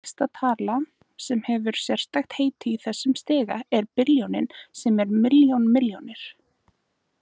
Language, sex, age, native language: Icelandic, female, 20-29, Icelandic